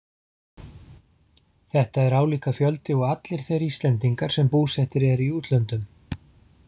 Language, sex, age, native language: Icelandic, male, 40-49, Icelandic